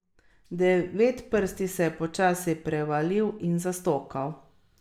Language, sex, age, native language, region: Slovenian, female, 30-49, Slovenian, Carinthia region